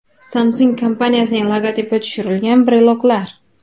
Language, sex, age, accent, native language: Uzbek, female, 19-29, Farg'ona, Uzbek